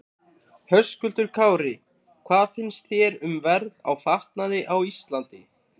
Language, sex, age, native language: Icelandic, male, 20-29, Icelandic